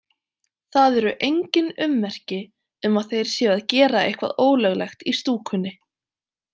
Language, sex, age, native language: Icelandic, female, 20-29, Icelandic